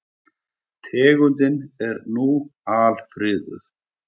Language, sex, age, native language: Icelandic, male, 40-49, Icelandic